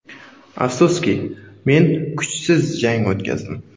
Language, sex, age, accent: Uzbek, male, 18-24, Qoraqalpog'iston